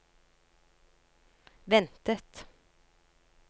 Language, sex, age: Norwegian, female, 39